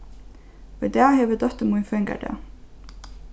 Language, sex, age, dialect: Faroese, female, 15-35, Norðurstreymoy/Eysturoy